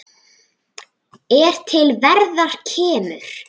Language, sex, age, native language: Icelandic, male, 9, Icelandic